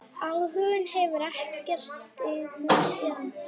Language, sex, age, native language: Icelandic, female, 9, Icelandic